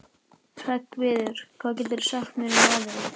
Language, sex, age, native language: Icelandic, female, 12, Icelandic